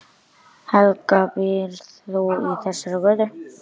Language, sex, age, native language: Icelandic, male, 11, Icelandic